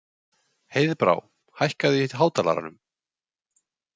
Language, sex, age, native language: Icelandic, male, 20-29, Icelandic